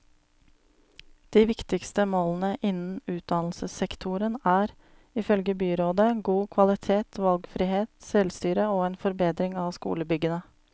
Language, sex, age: Norwegian, female, 35